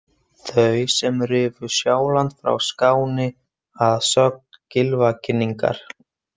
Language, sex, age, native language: Icelandic, male, 20-29, Icelandic